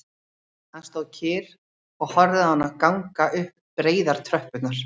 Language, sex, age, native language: Icelandic, female, 30-39, Icelandic